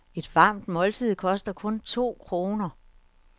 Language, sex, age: Danish, female, 61